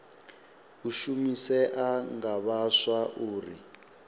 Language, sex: Venda, male